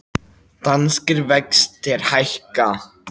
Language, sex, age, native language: Icelandic, male, 18-19, Icelandic